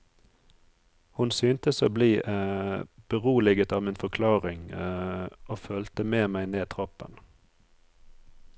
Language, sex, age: Norwegian, male, 34